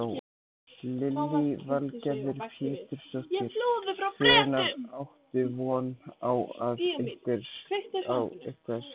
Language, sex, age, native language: Icelandic, male, 14, Icelandic